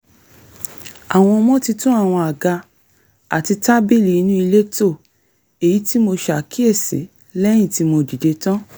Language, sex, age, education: Yoruba, female, 30-45, tertiary